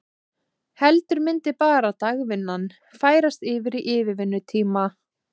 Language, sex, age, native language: Icelandic, female, 20-29, Icelandic